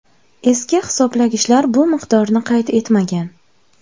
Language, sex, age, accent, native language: Uzbek, female, 18-24, Andijon, Uzbek